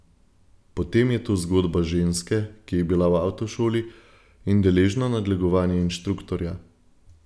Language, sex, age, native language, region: Slovenian, male, 18-29, Slovenian, Gorenjska region